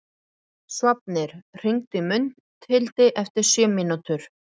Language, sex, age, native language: Icelandic, female, 40-49, Icelandic